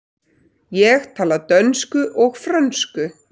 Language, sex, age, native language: Icelandic, female, 30-39, Icelandic